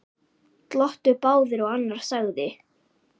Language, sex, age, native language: Icelandic, male, 10, Icelandic